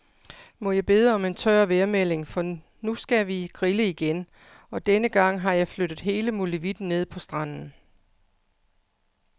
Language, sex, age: Danish, female, 55